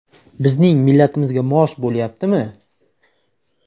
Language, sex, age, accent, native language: Uzbek, male, 18-24, Toshkent viloyati, Uzbek